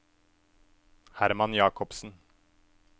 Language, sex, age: Norwegian, male, 27